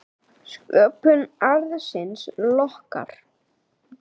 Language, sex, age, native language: Icelandic, male, 9, Icelandic